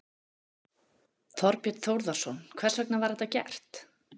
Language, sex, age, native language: Icelandic, female, 40-49, Icelandic